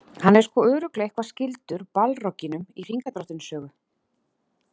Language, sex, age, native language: Icelandic, female, 30-39, Icelandic